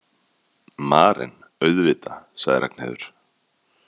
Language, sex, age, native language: Icelandic, male, 30-39, Icelandic